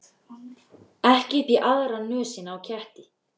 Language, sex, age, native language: Icelandic, male, 12, Icelandic